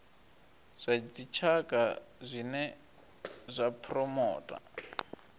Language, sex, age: Venda, male, 23